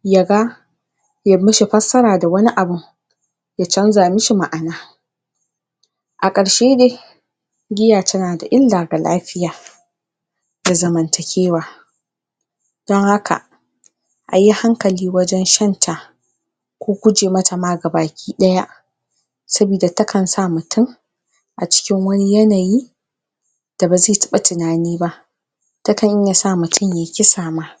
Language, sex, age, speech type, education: Hausa, female, 46-60, spontaneous, secondary